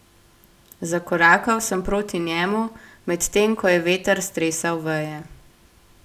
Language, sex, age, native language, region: Slovenian, female, 18-29, Slovenian, Gorenjska region